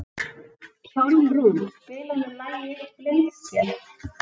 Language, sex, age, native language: Icelandic, female, 11, Icelandic